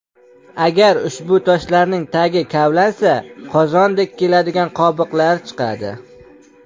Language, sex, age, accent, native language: Uzbek, male, under 19, Qashqadaryo, Uzbek